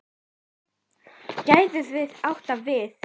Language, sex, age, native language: Icelandic, female, 10, Icelandic